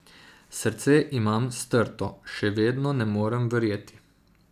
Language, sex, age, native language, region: Slovenian, male, 30-49, Slovenian, Zasavska region